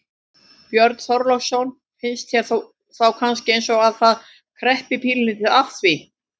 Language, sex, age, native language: Icelandic, female, 50-59, Icelandic